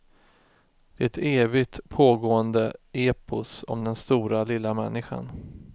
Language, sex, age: Swedish, male, 36